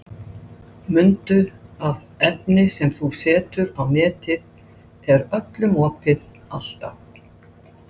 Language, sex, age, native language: Icelandic, female, 60-69, Icelandic